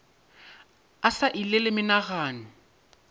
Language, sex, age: Northern Sotho, male, 22